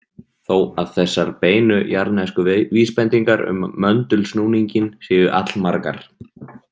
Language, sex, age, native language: Icelandic, male, 30-39, Icelandic